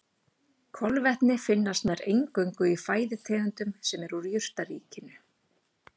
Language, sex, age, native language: Icelandic, female, 40-49, Icelandic